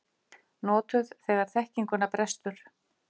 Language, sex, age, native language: Icelandic, female, 50-59, Icelandic